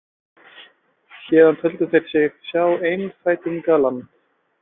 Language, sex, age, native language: Icelandic, male, 20-29, Icelandic